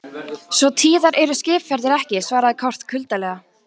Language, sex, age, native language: Icelandic, female, 14, Icelandic